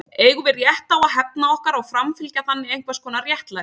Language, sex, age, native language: Icelandic, female, 30-39, Icelandic